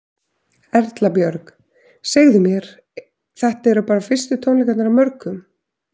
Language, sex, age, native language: Icelandic, female, 30-39, Icelandic